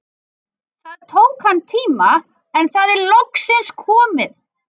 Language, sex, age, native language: Icelandic, female, 40-49, Icelandic